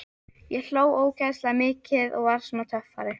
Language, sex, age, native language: Icelandic, female, 13, Icelandic